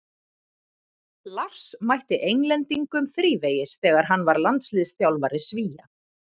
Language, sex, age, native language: Icelandic, female, 30-39, Icelandic